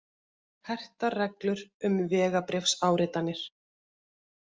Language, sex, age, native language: Icelandic, female, 50-59, Icelandic